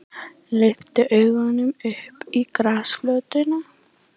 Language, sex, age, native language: Icelandic, female, 18-19, Icelandic